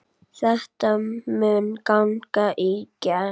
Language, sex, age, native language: Icelandic, female, 8, Icelandic